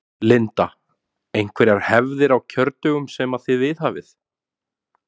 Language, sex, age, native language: Icelandic, male, 30-39, Icelandic